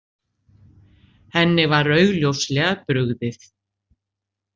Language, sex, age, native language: Icelandic, female, 60-69, Icelandic